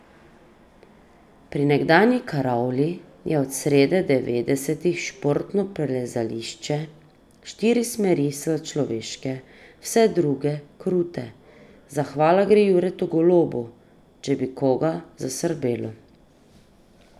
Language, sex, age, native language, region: Slovenian, female, 30-49, Slovenian, Drava region